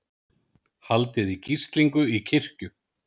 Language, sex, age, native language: Icelandic, male, 30-39, Icelandic